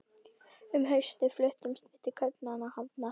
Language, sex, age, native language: Icelandic, female, 11, Icelandic